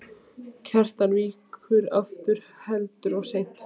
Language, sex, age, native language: Icelandic, female, 15, Icelandic